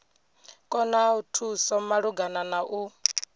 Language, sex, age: Venda, female, 22